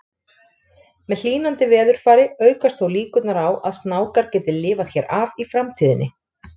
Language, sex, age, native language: Icelandic, female, 30-39, Icelandic